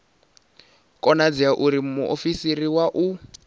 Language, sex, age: Venda, male, 19